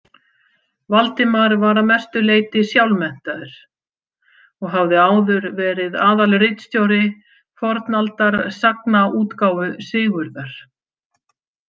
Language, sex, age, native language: Icelandic, female, 50-59, Icelandic